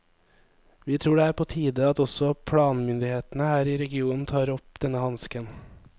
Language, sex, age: Norwegian, male, 23